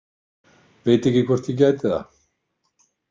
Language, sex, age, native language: Icelandic, male, 50-59, Icelandic